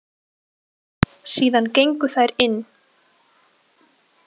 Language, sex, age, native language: Icelandic, female, 20-29, Icelandic